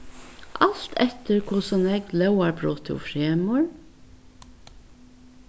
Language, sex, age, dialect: Faroese, female, 61+, Vágar